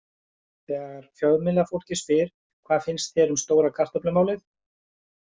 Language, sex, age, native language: Icelandic, male, 50-59, Icelandic